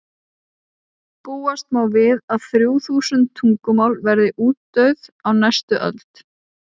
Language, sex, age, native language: Icelandic, female, 30-39, Icelandic